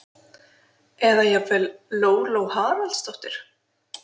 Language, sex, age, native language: Icelandic, female, 20-29, Icelandic